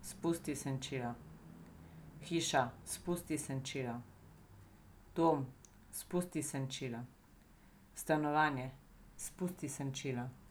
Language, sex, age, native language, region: Slovenian, female, 30-49, Slovenian, Savinja region